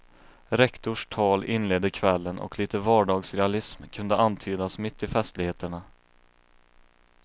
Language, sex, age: Swedish, male, 22